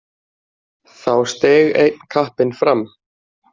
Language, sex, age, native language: Icelandic, male, 20-29, Icelandic